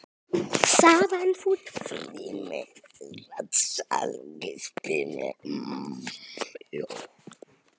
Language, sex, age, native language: Icelandic, male, 10, Icelandic